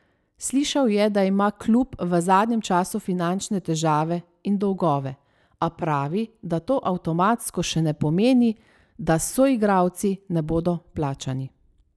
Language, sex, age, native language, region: Slovenian, female, 30-49, Slovenian, Savinja region